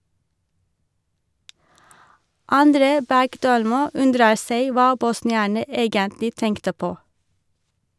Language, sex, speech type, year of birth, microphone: Norwegian, female, read, 1983, Shure